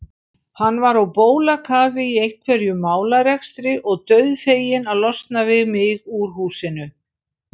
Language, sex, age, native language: Icelandic, female, 60-69, Icelandic